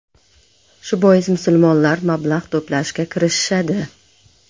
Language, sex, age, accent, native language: Uzbek, female, 35+, Namangan, Uzbek